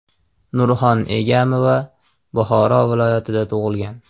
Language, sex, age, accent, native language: Uzbek, male, 18-24, Andijon, Uzbek